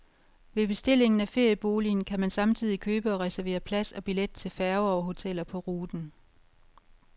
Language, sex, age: Danish, female, 51